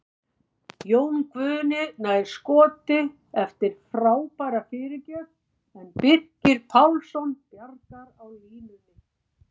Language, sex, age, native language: Icelandic, female, 50-59, Icelandic